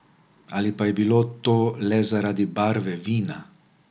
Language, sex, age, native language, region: Slovenian, male, 60+, Slovenian, Drava region